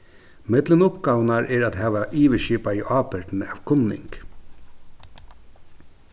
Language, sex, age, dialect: Faroese, male, 36-60, Suðurstreymoy